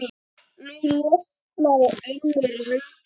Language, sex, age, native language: Icelandic, male, 10, Icelandic